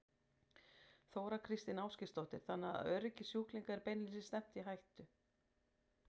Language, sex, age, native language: Icelandic, female, 40-49, Icelandic